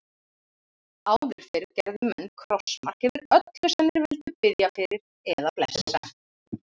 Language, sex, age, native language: Icelandic, female, 30-39, Icelandic